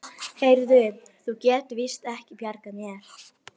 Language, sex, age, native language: Icelandic, female, 11, Icelandic